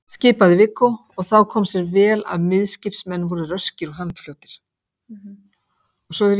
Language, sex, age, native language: Icelandic, female, 50-59, Icelandic